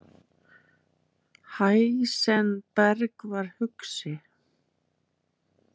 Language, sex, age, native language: Icelandic, female, 30-39, Icelandic